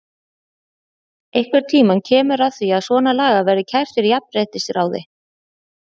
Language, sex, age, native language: Icelandic, female, 40-49, Icelandic